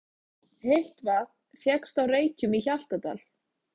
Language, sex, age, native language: Icelandic, female, 20-29, Icelandic